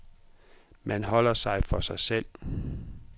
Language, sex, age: Danish, male, 44